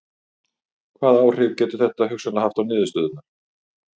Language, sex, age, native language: Icelandic, male, 50-59, Icelandic